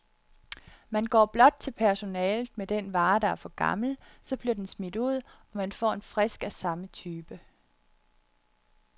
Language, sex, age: Danish, female, 30